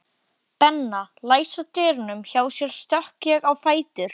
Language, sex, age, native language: Icelandic, male, 12, Icelandic